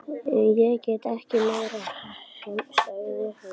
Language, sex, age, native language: Icelandic, male, 12, Icelandic